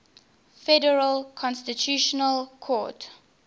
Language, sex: English, female